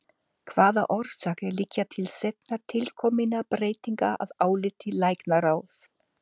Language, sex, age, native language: Icelandic, female, 50-59, German